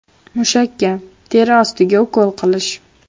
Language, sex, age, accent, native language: Uzbek, female, 12-17, Farg'ona, Uzbek